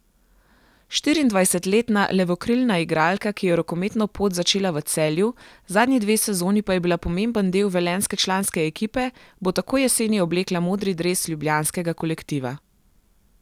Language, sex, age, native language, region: Slovenian, female, 18-29, Slovenian, Gorenjska region